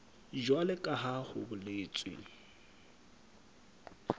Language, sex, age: Southern Sotho, male, 25